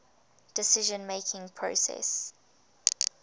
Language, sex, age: English, female, 20